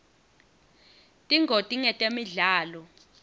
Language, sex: Swati, female